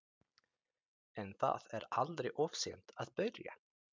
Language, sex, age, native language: Icelandic, male, 30-39, Icelandic